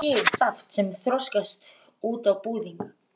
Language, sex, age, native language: Icelandic, male, 12, Icelandic